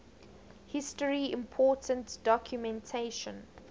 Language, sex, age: English, female, 20